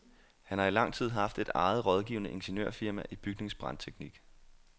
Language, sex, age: Danish, male, 28